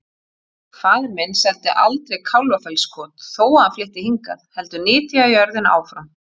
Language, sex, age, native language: Icelandic, female, 40-49, Icelandic